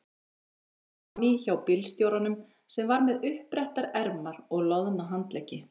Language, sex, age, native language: Icelandic, female, 40-49, Icelandic